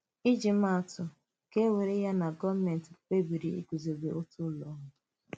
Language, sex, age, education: Igbo, female, 15-29, tertiary